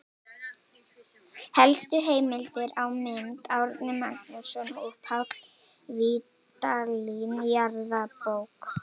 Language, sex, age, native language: Icelandic, female, 18-19, Icelandic